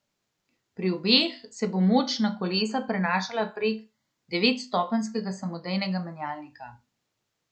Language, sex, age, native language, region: Slovenian, female, 30-49, Slovenian, Central Slovenia